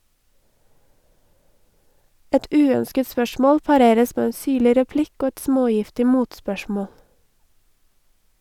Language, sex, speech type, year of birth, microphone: Norwegian, female, read, 1982, Sennheiser